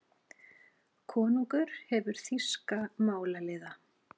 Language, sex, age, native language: Icelandic, female, 40-49, Icelandic